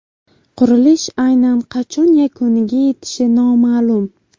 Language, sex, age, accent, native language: Uzbek, female, 18-24, Buxoro, Uzbek